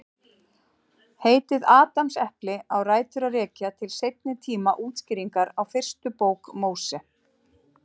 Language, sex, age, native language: Icelandic, female, 40-49, Icelandic